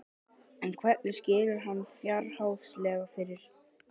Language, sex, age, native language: Icelandic, male, 12, Icelandic